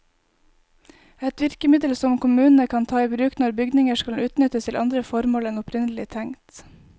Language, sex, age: Norwegian, female, 20